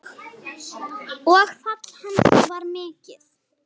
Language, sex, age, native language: Icelandic, female, 8, Icelandic